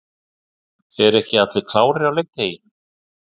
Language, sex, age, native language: Icelandic, male, 60-69, Icelandic